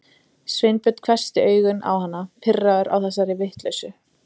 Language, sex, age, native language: Icelandic, female, 20-29, Icelandic